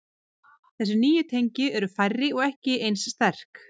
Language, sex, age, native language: Icelandic, female, 30-39, Icelandic